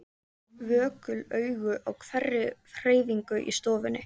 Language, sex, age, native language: Icelandic, female, 13, Icelandic